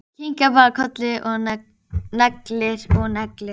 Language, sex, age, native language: Icelandic, female, 11, Icelandic